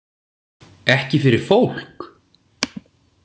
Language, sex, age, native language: Icelandic, male, 18-19, Icelandic